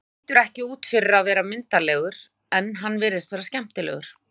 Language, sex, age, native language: Icelandic, female, 40-49, Icelandic